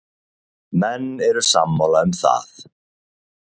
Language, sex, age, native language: Icelandic, male, 30-39, Icelandic